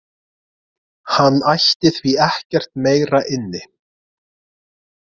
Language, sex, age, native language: Icelandic, male, 20-29, Icelandic